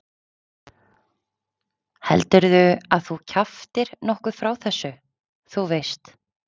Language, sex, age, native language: Icelandic, female, 30-39, Icelandic